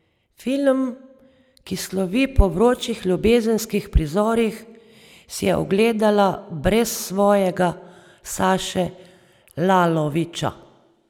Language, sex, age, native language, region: Slovenian, female, 30-49, Slovenian, Savinja region